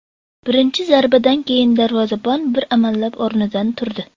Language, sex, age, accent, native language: Uzbek, female, under 19, Sirdaryo, Uzbek